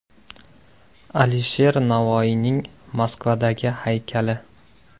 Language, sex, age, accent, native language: Uzbek, male, 19-29, Andijon, Uzbek